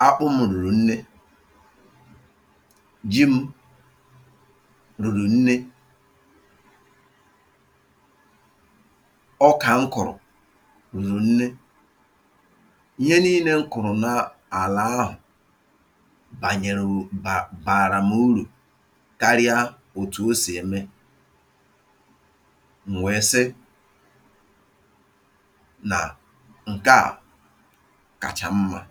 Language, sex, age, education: Igbo, male, 30-45, tertiary